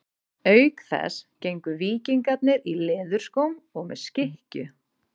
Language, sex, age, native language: Icelandic, female, 30-39, Icelandic